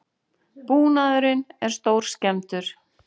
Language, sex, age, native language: Icelandic, female, 40-49, Icelandic